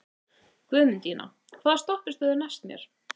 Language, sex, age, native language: Icelandic, female, 18-19, Icelandic